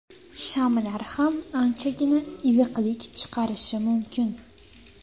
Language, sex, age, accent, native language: Uzbek, female, 18-24, Farg'ona, Uzbek